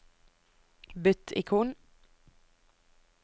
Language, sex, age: Norwegian, female, 24